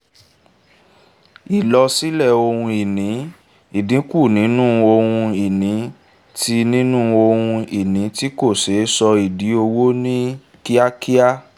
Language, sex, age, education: Yoruba, male, 15-29, tertiary